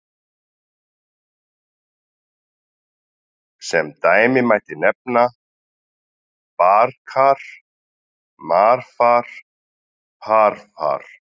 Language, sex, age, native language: Icelandic, male, 30-39, Icelandic